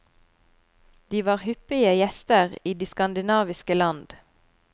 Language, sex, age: Norwegian, female, 25